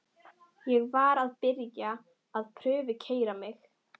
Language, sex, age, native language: Icelandic, female, 11, Icelandic